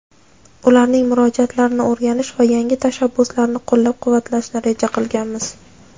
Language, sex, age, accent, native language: Uzbek, female, 18-24, Navoiy, Uzbek